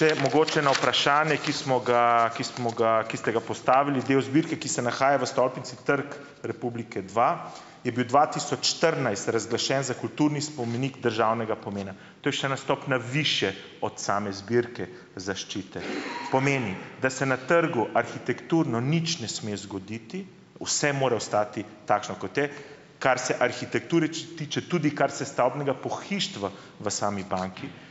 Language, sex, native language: Slovenian, male, Slovenian